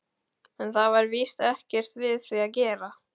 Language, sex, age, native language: Icelandic, male, 12, Icelandic